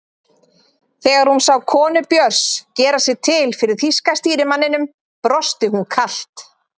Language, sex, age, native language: Icelandic, female, 30-39, Icelandic